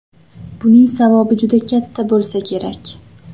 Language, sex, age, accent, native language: Uzbek, female, 25-34, Toshkent viloyati, Uzbek